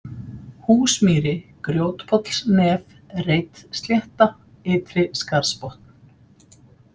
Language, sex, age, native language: Icelandic, female, 50-59, Icelandic